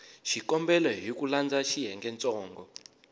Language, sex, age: Tsonga, male, 22